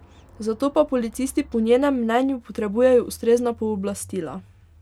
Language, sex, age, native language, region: Slovenian, female, 18-29, Slovenian, Pomurje region